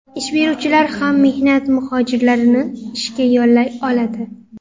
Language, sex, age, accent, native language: Uzbek, female, 18-24, Namangan, Uzbek